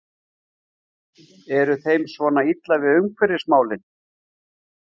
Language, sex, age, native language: Icelandic, male, 50-59, Icelandic